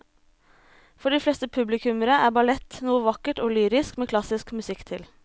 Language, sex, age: Norwegian, female, 26